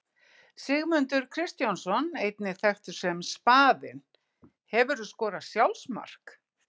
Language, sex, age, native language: Icelandic, female, 60-69, Icelandic